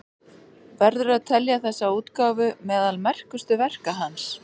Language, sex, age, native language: Icelandic, female, 40-49, Icelandic